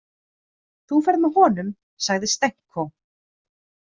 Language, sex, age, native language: Icelandic, female, 30-39, Icelandic